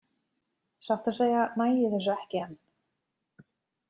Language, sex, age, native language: Icelandic, female, 30-39, Icelandic